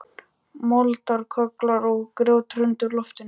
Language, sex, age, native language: Icelandic, male, 12, Icelandic